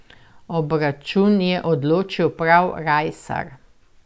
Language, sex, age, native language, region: Slovenian, female, 60+, Slovenian, Central Slovenia